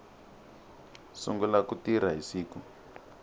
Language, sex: Tsonga, male